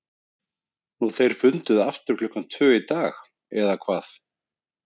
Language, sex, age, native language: Icelandic, male, 30-39, Icelandic